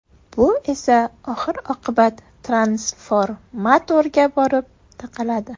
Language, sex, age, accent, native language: Uzbek, female, 18-24, Surxondaryo, Uzbek